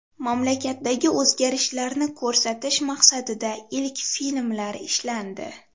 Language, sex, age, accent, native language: Uzbek, female, 12-17, Farg'ona, Uzbek